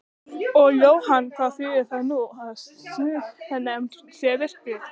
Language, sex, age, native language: Icelandic, other, 15, Icelandic